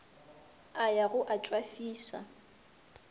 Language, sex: Northern Sotho, female